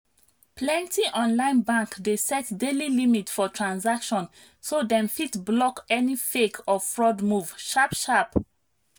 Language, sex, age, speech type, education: Nigerian Pidgin, female, 30-45, spontaneous, tertiary